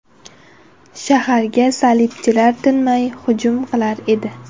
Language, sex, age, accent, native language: Uzbek, female, 18-24, Namangan, Uzbek